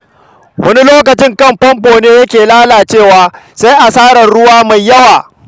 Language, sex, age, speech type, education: Hausa, male, 46-60, read, secondary